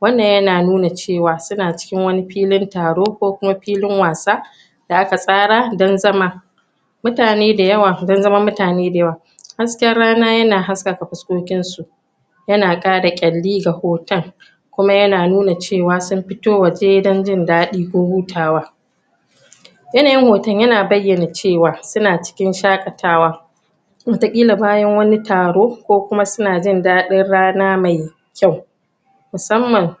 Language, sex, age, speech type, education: Hausa, female, 30-45, spontaneous, tertiary